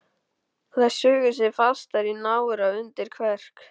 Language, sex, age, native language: Icelandic, male, 12, Icelandic